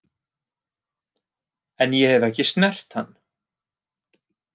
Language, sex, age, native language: Icelandic, male, 30-39, Icelandic